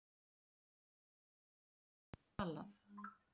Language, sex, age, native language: Icelandic, female, 40-49, Icelandic